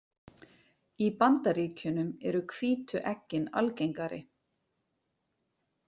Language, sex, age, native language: Icelandic, female, 40-49, Icelandic